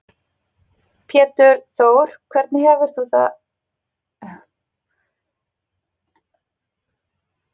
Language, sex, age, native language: Icelandic, female, 30-39, Icelandic